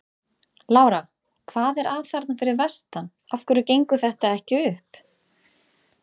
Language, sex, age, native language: Icelandic, female, 30-39, Icelandic